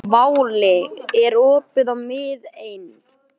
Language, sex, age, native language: Icelandic, male, 11, Icelandic